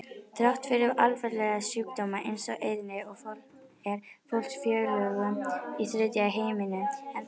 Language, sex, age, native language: Icelandic, female, 50-59, Icelandic